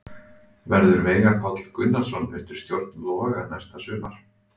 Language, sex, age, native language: Icelandic, male, 20-29, Icelandic